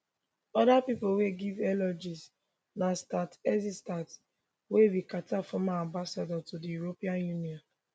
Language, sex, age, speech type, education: Nigerian Pidgin, female, 15-29, spontaneous, tertiary